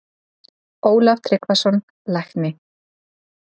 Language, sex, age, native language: Icelandic, female, 30-39, Icelandic